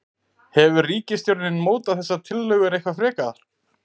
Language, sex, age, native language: Icelandic, male, 30-39, Icelandic